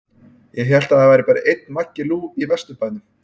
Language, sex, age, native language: Icelandic, male, 30-39, Icelandic